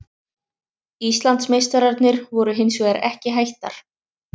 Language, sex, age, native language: Icelandic, other, 30-39, Icelandic